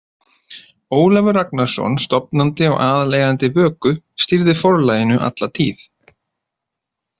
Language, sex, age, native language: Icelandic, male, 30-39, Icelandic